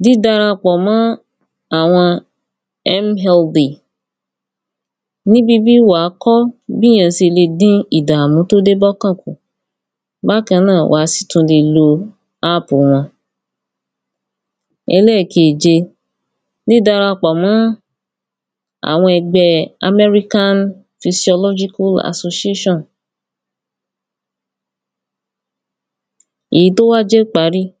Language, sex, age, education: Yoruba, female, 15-29, tertiary